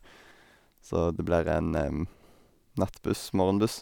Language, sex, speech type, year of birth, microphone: Norwegian, male, spontaneous, 1990, Sennheiser